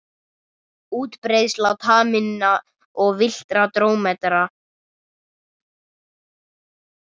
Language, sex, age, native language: Icelandic, male, 30-39, Icelandic